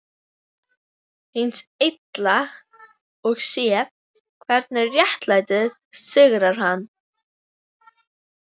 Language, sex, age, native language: Icelandic, female, 11, Icelandic